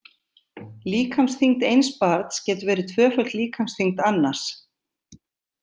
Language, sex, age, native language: Icelandic, female, 50-59, Icelandic